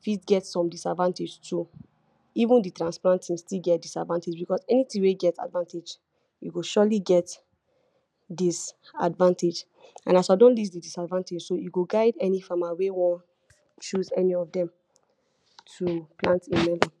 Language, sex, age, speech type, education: Nigerian Pidgin, female, 46-60, spontaneous, tertiary